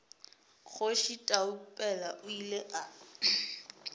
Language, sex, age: Northern Sotho, female, 27